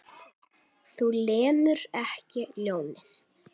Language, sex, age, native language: Icelandic, female, 10, Icelandic